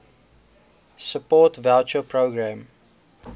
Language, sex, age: Afrikaans, male, 19